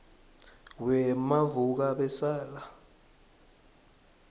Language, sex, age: South Ndebele, male, 21